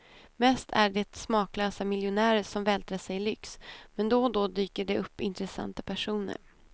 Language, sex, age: Swedish, female, 28